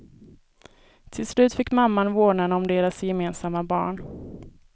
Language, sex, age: Swedish, female, 24